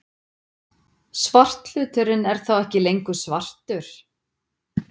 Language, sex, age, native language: Icelandic, female, 50-59, Icelandic